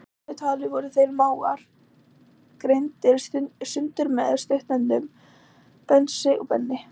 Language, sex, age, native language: Icelandic, female, 20-29, Icelandic